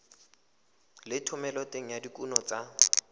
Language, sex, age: Tswana, male, 19